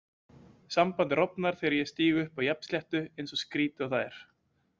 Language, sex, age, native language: Icelandic, male, 20-29, Icelandic